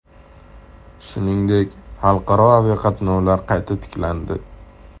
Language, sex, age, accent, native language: Uzbek, male, 18-24, Andijon, Uzbek